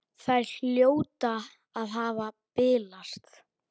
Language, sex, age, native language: Icelandic, male, 10, Icelandic